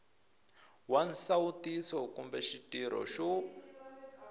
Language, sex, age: Tsonga, male, 20